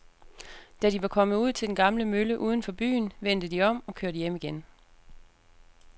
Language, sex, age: Danish, female, 36